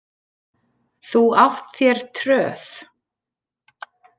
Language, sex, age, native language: Icelandic, female, 40-49, Icelandic